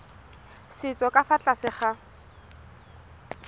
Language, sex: Tswana, female